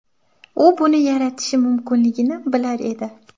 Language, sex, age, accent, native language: Uzbek, female, 18-24, Samarqand, Uzbek